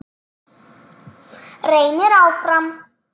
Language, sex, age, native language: Icelandic, male, 9, Icelandic